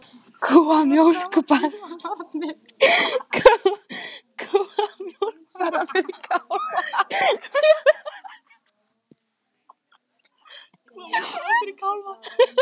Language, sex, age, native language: Icelandic, female, 18-19, Icelandic